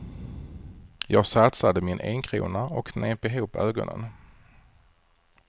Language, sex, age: Swedish, male, 40